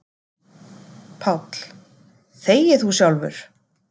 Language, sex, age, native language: Icelandic, female, 30-39, Icelandic